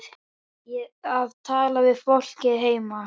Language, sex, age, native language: Icelandic, male, 10, Icelandic